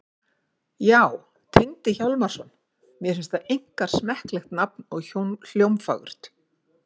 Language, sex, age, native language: Icelandic, female, 50-59, Icelandic